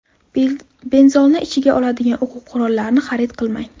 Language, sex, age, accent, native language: Uzbek, female, 12-17, Navoiy, Uzbek